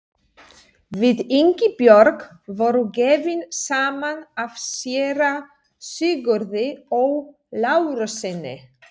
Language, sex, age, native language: Icelandic, female, 40-49, Polish